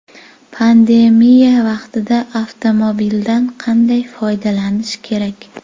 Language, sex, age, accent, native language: Uzbek, female, 18-24, Jizzax, Uzbek